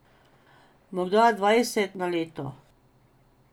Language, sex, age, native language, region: Slovenian, female, 50-59, Slovenian, Drava region